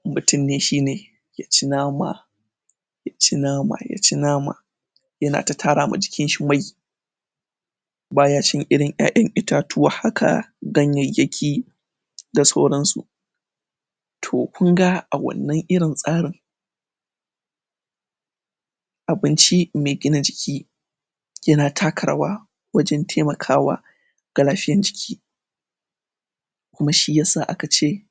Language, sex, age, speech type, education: Hausa, male, 15-29, spontaneous, tertiary